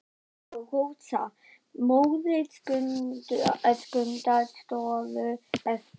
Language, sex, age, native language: Icelandic, female, 12, Icelandic